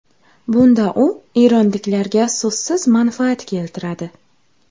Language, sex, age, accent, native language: Uzbek, female, 18-24, Andijon, Uzbek